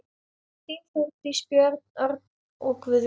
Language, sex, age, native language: Icelandic, male, 10, Icelandic